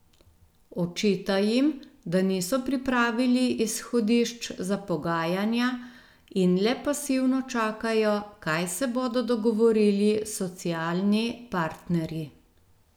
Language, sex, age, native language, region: Slovenian, female, 50-59, Slovenian, Gorenjska region